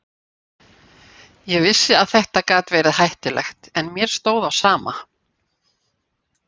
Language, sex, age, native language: Icelandic, female, 60-69, Icelandic